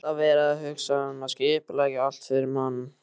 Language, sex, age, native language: Icelandic, male, 15, Icelandic